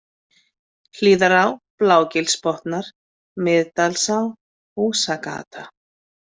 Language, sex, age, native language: Icelandic, female, 50-59, Icelandic